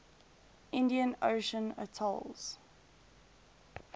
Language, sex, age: English, female, 22